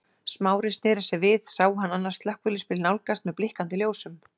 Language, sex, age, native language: Icelandic, female, 40-49, Icelandic